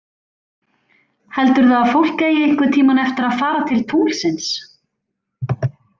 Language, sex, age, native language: Icelandic, female, 40-49, Icelandic